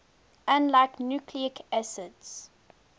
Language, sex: English, female